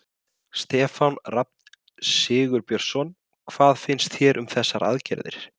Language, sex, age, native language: Icelandic, male, 30-39, Icelandic